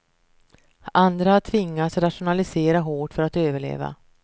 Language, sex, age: Swedish, female, 48